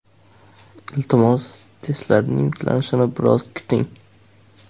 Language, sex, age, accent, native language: Uzbek, male, 18-24, Xorazm, Uzbek